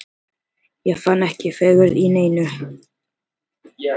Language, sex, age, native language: Icelandic, male, 13, Filipino